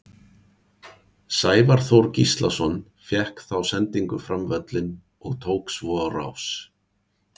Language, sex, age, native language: Icelandic, male, 40-49, Icelandic